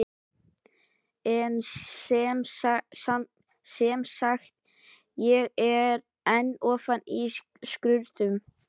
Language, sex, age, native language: Icelandic, male, 12, Icelandic